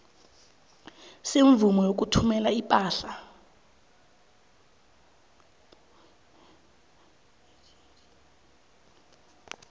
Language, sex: South Ndebele, female